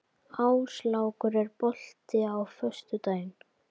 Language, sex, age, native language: Icelandic, female, 12, Icelandic